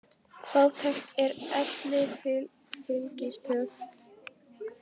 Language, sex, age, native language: Icelandic, female, 20-29, Icelandic